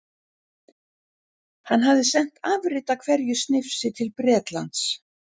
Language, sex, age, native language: Icelandic, female, 60-69, Icelandic